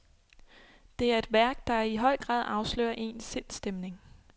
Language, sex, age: Danish, female, 26